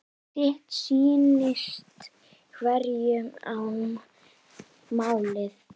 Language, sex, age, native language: Icelandic, male, 10, Icelandic